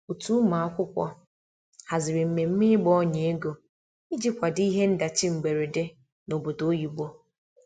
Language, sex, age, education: Igbo, female, 30-45, tertiary